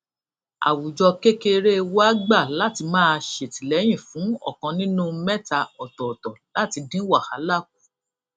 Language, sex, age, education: Yoruba, female, 46-60, tertiary